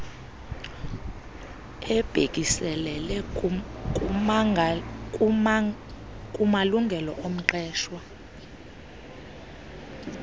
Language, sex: Xhosa, female